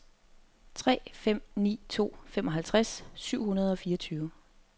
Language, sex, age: Danish, female, 30